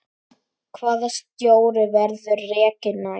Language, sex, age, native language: Icelandic, female, 10, Icelandic